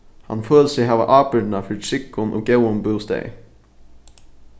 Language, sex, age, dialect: Faroese, male, 15-35, Norðuroyggjar